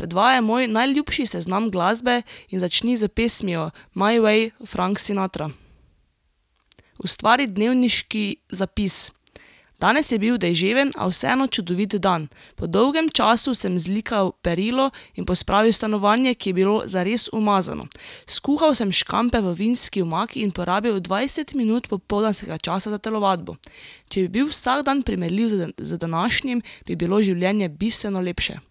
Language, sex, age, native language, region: Slovenian, female, 18-29, Slovenian, Drava region